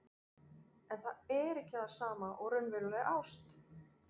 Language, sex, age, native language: Icelandic, female, 40-49, French